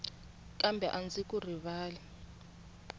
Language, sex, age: Tsonga, female, 21